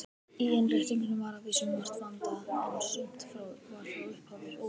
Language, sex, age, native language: Icelandic, male, 18-19, Icelandic